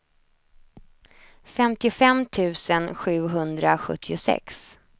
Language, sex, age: Swedish, female, 28